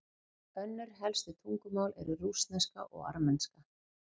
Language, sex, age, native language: Icelandic, female, 40-49, Icelandic